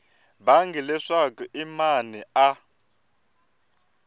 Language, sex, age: Tsonga, male, 24